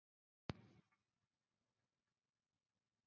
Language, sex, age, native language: Icelandic, female, 60-69, Icelandic